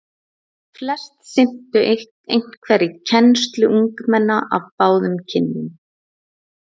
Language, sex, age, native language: Icelandic, female, 30-39, Icelandic